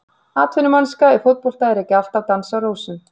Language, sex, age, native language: Icelandic, female, 40-49, Icelandic